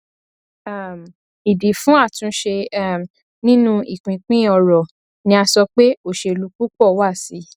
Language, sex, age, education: Yoruba, female, 15-29, tertiary